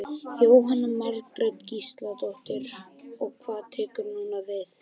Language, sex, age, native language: Icelandic, male, 12, Icelandic